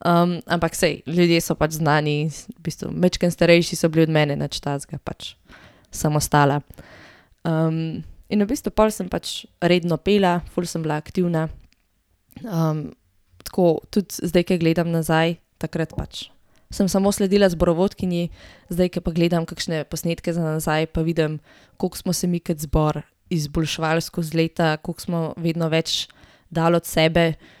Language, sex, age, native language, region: Slovenian, female, 18-29, Slovenian, Gorenjska region